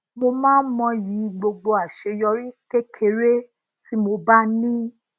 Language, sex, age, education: Yoruba, female, 30-45, tertiary